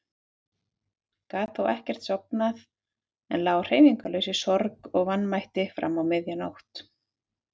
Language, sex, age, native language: Icelandic, female, 30-39, Icelandic